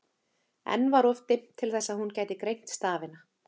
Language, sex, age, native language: Icelandic, female, 30-39, Icelandic